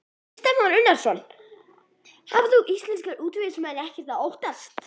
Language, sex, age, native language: Icelandic, female, 11, Icelandic